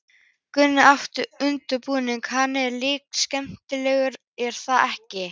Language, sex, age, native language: Icelandic, female, 13, Icelandic